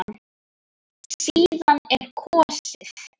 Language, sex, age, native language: Icelandic, female, 10, Icelandic